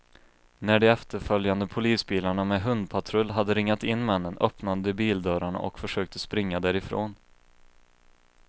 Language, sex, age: Swedish, male, 22